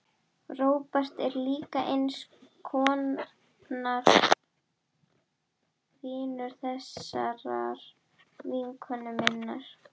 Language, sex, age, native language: Icelandic, female, 12, Icelandic